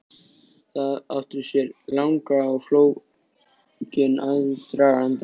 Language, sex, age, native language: Icelandic, male, 13, Icelandic